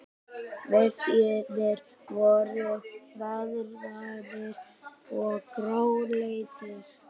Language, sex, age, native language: Icelandic, male, 18-19, Icelandic